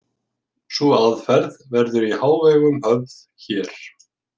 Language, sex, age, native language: Icelandic, male, 50-59, Icelandic